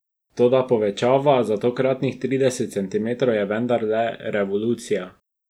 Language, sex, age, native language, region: Slovenian, male, 12-17, Slovenian, Drava region